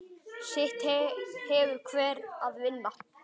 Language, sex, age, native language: Icelandic, male, 9, Icelandic